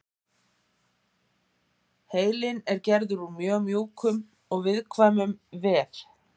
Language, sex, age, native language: Icelandic, female, 50-59, Icelandic